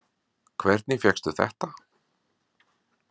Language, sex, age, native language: Icelandic, male, 40-49, Icelandic